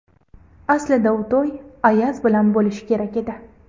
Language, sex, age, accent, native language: Uzbek, female, 18-24, Andijon, Uzbek